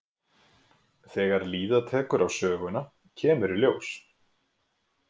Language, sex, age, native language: Icelandic, male, 20-29, Icelandic